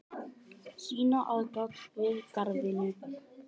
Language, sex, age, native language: Icelandic, male, 18-19, Icelandic